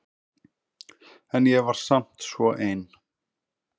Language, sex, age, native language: Icelandic, male, 30-39, Icelandic